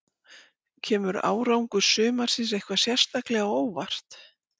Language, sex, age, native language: Icelandic, female, 60-69, Icelandic